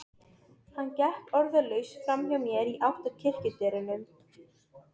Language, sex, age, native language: Icelandic, female, 12, Serbo-Croatian